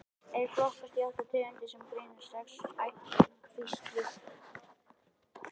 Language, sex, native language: Icelandic, male, Icelandic